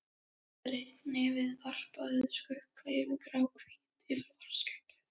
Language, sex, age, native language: Icelandic, other, 13, Danish